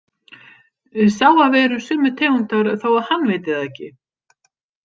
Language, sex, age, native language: Icelandic, female, 50-59, Icelandic